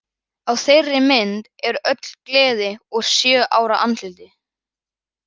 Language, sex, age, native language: Icelandic, male, 11, Icelandic